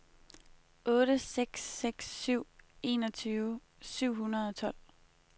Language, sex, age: Danish, female, 21